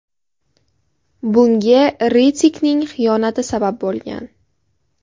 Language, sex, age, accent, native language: Uzbek, female, under 19, Qashqadaryo, Uzbek